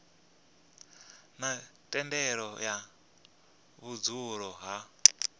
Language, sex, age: Venda, male, 25